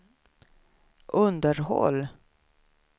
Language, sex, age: Swedish, female, 53